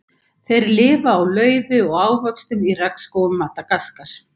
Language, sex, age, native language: Icelandic, female, 50-59, Icelandic